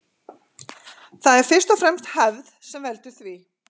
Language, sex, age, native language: Icelandic, female, 40-49, Icelandic